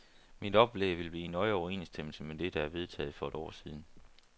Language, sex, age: Danish, male, 29